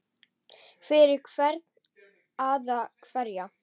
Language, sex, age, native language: Icelandic, female, 10, Icelandic